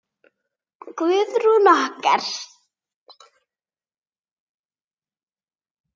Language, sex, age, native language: Icelandic, female, 8, Icelandic